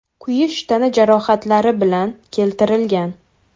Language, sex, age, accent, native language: Uzbek, female, 18-24, Toshkent viloyati, Uzbek